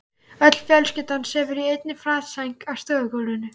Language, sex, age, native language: Icelandic, male, 11, Icelandic